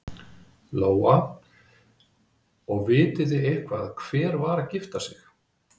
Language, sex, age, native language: Icelandic, male, 50-59, Icelandic